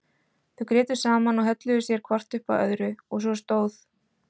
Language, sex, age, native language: Icelandic, female, 40-49, Icelandic